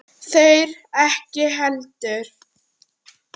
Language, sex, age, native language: Icelandic, female, 9, Icelandic